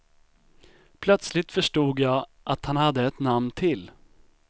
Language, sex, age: Swedish, male, 25